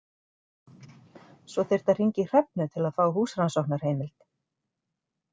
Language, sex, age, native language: Icelandic, female, 40-49, Icelandic